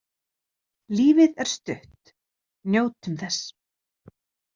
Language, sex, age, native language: Icelandic, female, 30-39, Icelandic